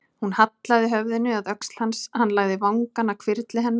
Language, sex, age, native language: Icelandic, female, 30-39, Icelandic